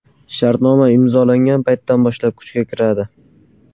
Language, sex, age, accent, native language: Uzbek, male, 18-24, Farg'ona, Uzbek